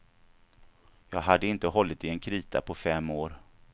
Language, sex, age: Swedish, male, 49